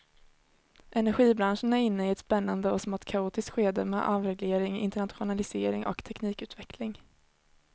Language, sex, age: Swedish, female, 21